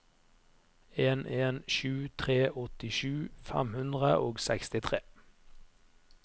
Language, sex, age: Norwegian, male, 30